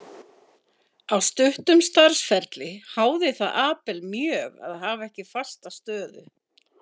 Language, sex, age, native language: Icelandic, female, 50-59, Icelandic